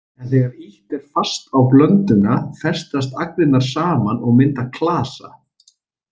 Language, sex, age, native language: Icelandic, male, 40-49, Icelandic